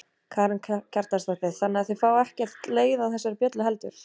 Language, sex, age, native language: Icelandic, female, 30-39, Icelandic